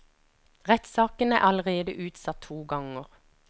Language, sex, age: Norwegian, female, 49